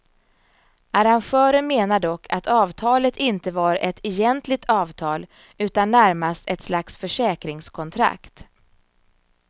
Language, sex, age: Swedish, female, 34